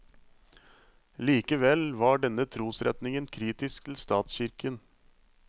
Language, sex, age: Norwegian, male, 35